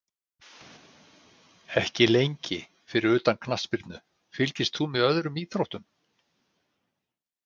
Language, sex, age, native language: Icelandic, male, 60-69, Icelandic